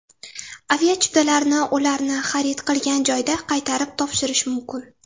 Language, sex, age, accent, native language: Uzbek, female, under 19, Toshkent shahri, Uzbek